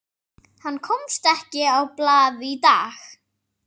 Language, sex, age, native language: Icelandic, female, 40-49, Icelandic